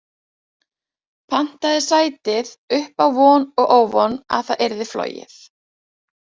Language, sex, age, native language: Icelandic, female, 20-29, Icelandic